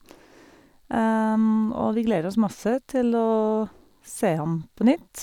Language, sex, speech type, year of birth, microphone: Norwegian, female, spontaneous, 1971, Sennheiser